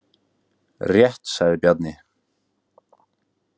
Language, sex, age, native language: Icelandic, male, 18-19, Icelandic